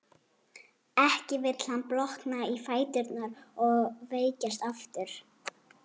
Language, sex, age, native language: Icelandic, female, 11, Icelandic